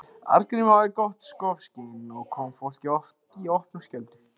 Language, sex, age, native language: Icelandic, male, 16, Icelandic